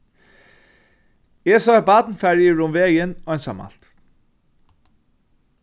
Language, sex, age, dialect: Faroese, male, 36-60, Norðurstreymoy/Eysturoy